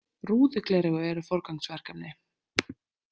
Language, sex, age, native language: Icelandic, female, 30-39, Icelandic